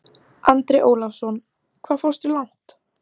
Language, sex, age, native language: Icelandic, female, 14, Icelandic